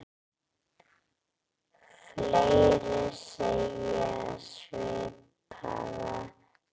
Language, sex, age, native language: Icelandic, female, 10, Icelandic